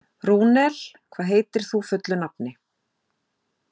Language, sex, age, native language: Icelandic, female, 40-49, Icelandic